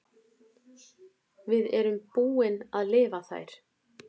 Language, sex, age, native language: Icelandic, female, 40-49, Icelandic